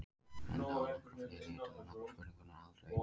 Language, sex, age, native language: Icelandic, male, 20-29, Icelandic